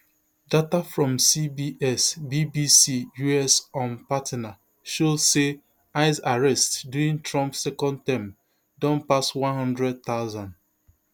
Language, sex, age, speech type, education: Nigerian Pidgin, male, 30-45, spontaneous, tertiary